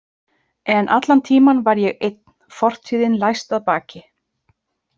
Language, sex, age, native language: Icelandic, female, 30-39, Icelandic